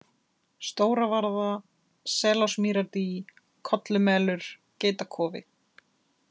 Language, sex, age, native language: Icelandic, female, 30-39, Icelandic